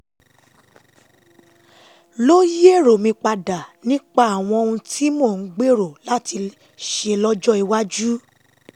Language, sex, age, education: Yoruba, female, 15-29, tertiary